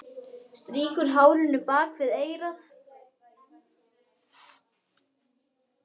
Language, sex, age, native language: Icelandic, male, 10, Icelandic